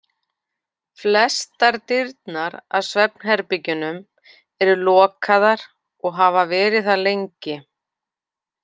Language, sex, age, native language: Icelandic, female, 40-49, Icelandic